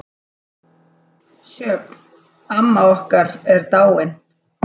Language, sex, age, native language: Icelandic, female, 10, Icelandic